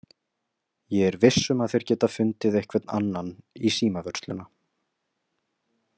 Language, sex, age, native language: Icelandic, male, 20-29, Icelandic